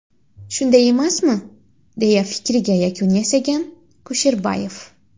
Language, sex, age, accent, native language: Uzbek, female, 19-29, Xorazm, Uzbek